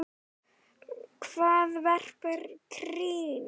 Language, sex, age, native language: Icelandic, male, 9, Icelandic